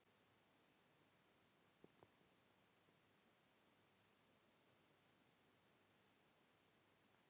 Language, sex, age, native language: Icelandic, female, 40-49, Icelandic